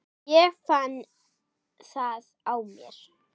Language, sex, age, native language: Icelandic, female, 8, Icelandic